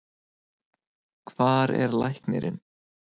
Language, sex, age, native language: Icelandic, male, 20-29, Icelandic